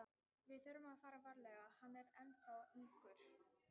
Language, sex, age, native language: Icelandic, female, 18-19, Icelandic